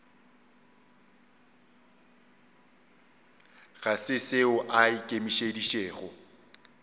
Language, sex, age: Northern Sotho, male, 35